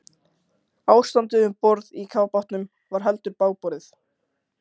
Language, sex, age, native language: Icelandic, male, 13, Icelandic